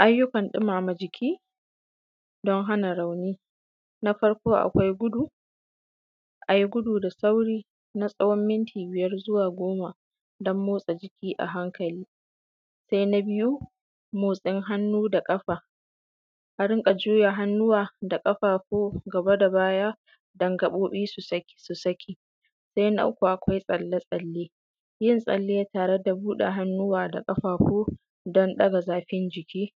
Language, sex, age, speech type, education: Hausa, female, 15-29, spontaneous, secondary